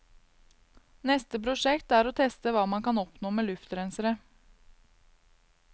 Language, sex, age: Norwegian, female, 22